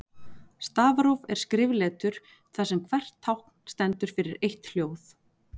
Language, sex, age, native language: Icelandic, female, 40-49, Icelandic